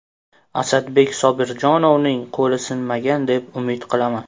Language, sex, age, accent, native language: Uzbek, male, 18-24, Qashqadaryo, Uzbek